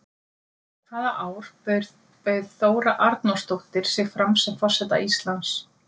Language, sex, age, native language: Icelandic, female, 50-59, Icelandic